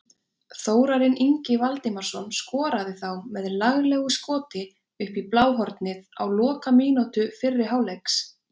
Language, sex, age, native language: Icelandic, female, 20-29, Icelandic